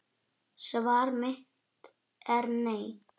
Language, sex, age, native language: Icelandic, female, 8, Icelandic